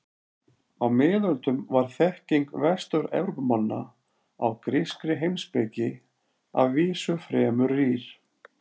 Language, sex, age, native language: Icelandic, male, 40-49, Icelandic